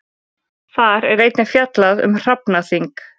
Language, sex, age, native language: Icelandic, female, 20-29, Icelandic